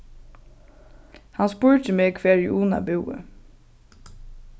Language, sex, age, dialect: Faroese, female, 15-35, Norðurstreymoy/Eysturoy